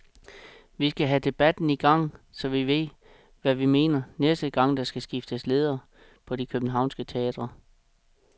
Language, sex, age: Danish, male, 36